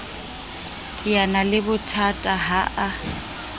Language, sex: Southern Sotho, female